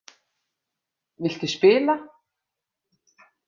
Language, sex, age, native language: Icelandic, female, 50-59, Icelandic